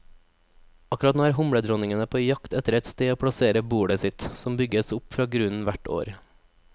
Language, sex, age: Norwegian, male, 24